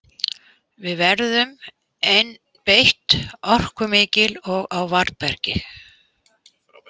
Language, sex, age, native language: Icelandic, female, 80-89, Icelandic